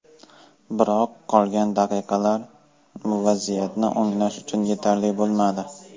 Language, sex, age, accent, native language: Uzbek, male, 18-24, Farg'ona, Uzbek